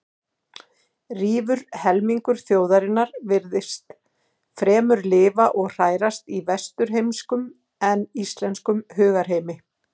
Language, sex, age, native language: Icelandic, female, 40-49, Icelandic